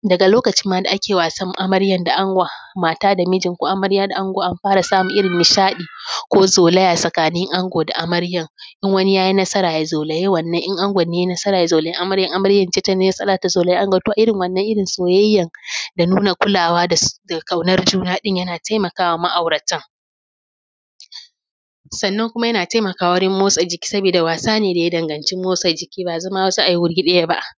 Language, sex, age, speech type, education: Hausa, female, 15-29, spontaneous, tertiary